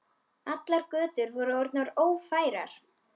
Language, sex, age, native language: Icelandic, female, 10, Icelandic